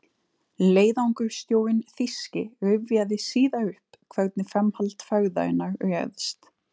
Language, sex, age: Icelandic, female, 20-29